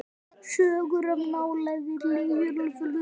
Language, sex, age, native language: Icelandic, male, 9, Icelandic